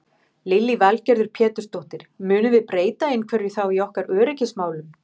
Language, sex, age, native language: Icelandic, female, 50-59, Icelandic